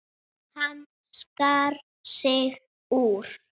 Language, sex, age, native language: Icelandic, female, 6, Icelandic